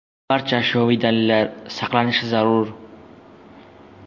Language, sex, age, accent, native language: Uzbek, male, 12-17, Jizzax, Uzbek